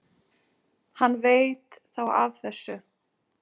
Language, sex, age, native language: Icelandic, female, 6, Icelandic